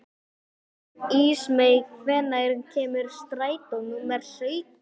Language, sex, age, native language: Icelandic, male, 11, Icelandic